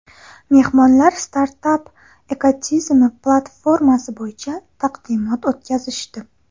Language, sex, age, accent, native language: Uzbek, female, under 19, Xorazm, Uzbek